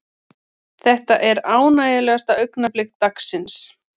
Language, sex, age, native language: Icelandic, female, 30-39, Icelandic